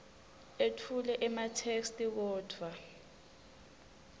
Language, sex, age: Swati, female, 20